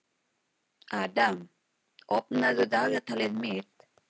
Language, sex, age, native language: Icelandic, female, 20-29, Filipino